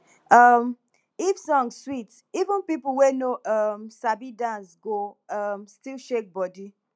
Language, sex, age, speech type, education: Nigerian Pidgin, female, 15-29, spontaneous, tertiary